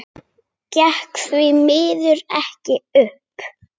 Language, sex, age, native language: Icelandic, female, 8, Icelandic